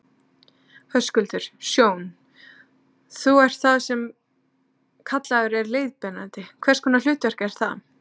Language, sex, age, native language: Icelandic, female, 30-39, Icelandic